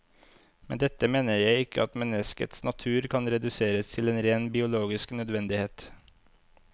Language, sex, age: Norwegian, male, 25